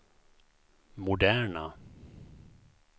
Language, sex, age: Swedish, male, 51